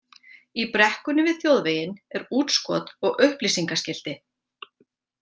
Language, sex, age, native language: Icelandic, female, 40-49, Icelandic